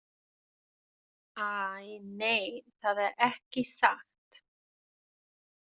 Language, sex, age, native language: Icelandic, female, 20-29, German